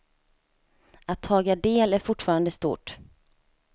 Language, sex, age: Swedish, female, 27